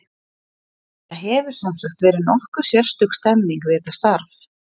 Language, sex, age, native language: Icelandic, female, 40-49, Icelandic